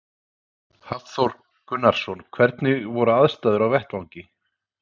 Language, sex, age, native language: Icelandic, male, 30-39, Icelandic